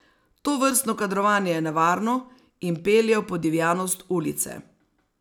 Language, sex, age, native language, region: Slovenian, female, 60+, Slovenian, Savinja region